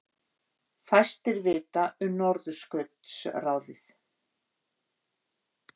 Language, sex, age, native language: Icelandic, female, 50-59, Icelandic